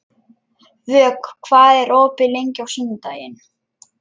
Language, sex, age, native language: Icelandic, male, 11, Lithuanian